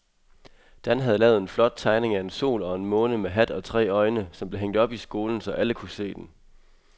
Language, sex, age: Danish, male, 23